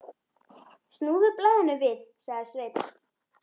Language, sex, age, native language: Icelandic, female, 10, Icelandic